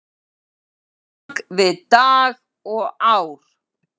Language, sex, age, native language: Icelandic, female, 70-79, Icelandic